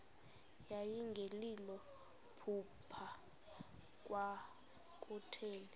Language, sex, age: Xhosa, female, 26